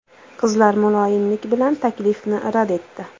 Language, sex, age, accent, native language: Uzbek, female, 25-34, Andijon, Uzbek